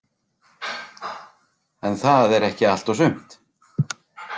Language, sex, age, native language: Icelandic, male, 40-49, Icelandic